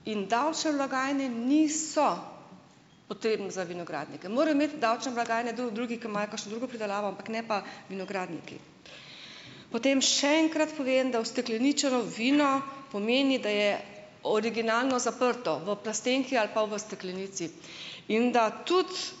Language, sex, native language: Slovenian, female, Slovenian